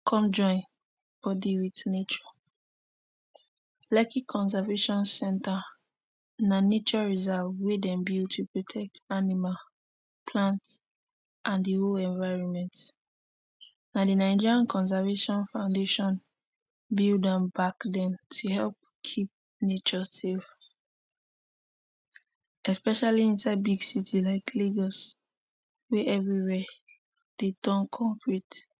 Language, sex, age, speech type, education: Nigerian Pidgin, female, 15-29, spontaneous, tertiary